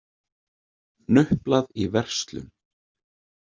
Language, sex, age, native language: Icelandic, male, 30-39, Icelandic